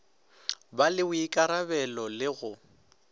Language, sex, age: Northern Sotho, male, 18